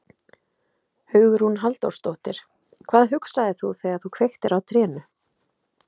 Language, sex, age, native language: Icelandic, female, 30-39, Icelandic